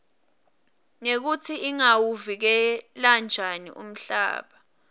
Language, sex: Swati, female